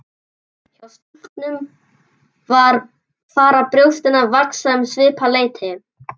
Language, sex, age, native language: Icelandic, male, 11, Icelandic